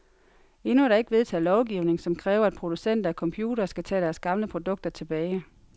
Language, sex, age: Danish, female, 42